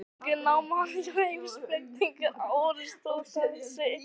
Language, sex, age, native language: Icelandic, female, 18-19, Icelandic